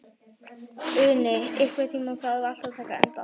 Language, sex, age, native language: Icelandic, female, 11, Icelandic